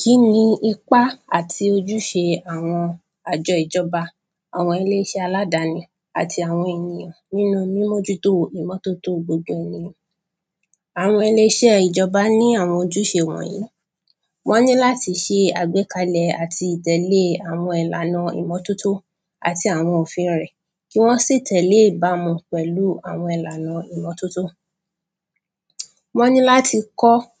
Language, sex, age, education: Yoruba, female, 30-45, primary